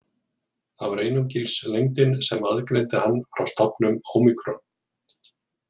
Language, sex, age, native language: Icelandic, male, 40-49, Icelandic